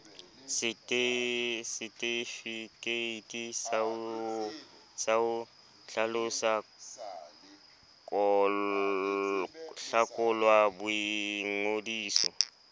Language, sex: Southern Sotho, male